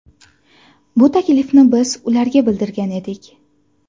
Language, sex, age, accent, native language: Uzbek, female, 18-24, Farg'ona, Uzbek